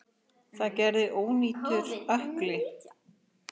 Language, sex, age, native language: Icelandic, female, 9, Icelandic